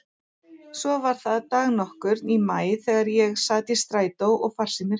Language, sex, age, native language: Icelandic, female, 40-49, Icelandic